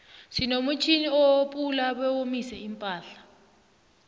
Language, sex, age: South Ndebele, female, 20